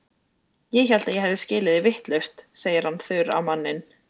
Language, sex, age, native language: Icelandic, female, 20-29, Icelandic